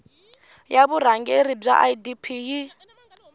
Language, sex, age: Tsonga, female, 19